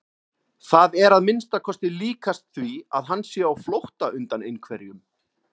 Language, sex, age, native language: Icelandic, male, 30-39, Icelandic